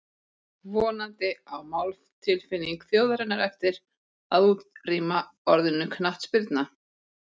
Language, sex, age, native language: Icelandic, female, 40-49, Icelandic